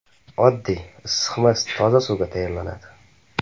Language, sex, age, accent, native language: Uzbek, male, 18-24, Qashqadaryo, Uzbek